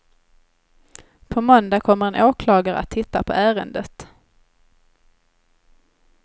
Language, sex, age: Swedish, female, 21